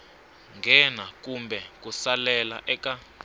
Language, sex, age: Tsonga, male, 25